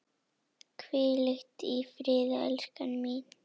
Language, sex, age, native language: Icelandic, female, 9, Icelandic